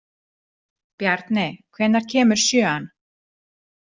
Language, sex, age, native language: Icelandic, female, 40-49, Icelandic